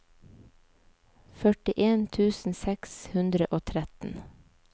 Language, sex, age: Norwegian, female, 37